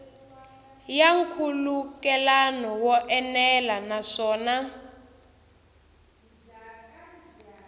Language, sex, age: Tsonga, female, 18